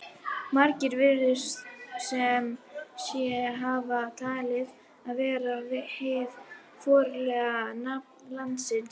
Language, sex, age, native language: Icelandic, female, 50-59, Icelandic